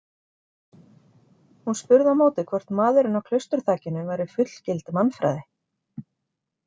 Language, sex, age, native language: Icelandic, female, 40-49, Icelandic